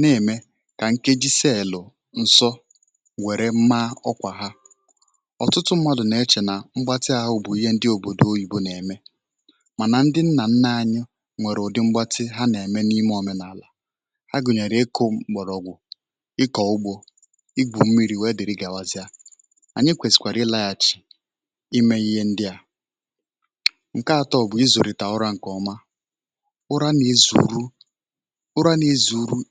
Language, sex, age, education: Igbo, male, 15-29, tertiary